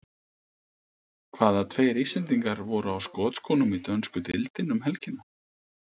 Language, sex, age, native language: Icelandic, male, 50-59, Icelandic